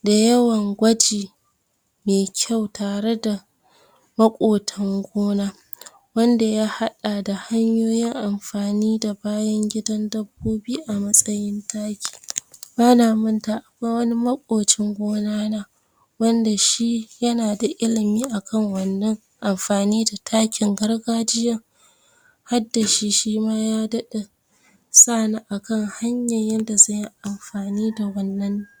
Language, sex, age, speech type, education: Hausa, female, 46-60, spontaneous, tertiary